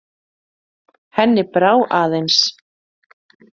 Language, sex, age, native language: Icelandic, female, 30-39, Icelandic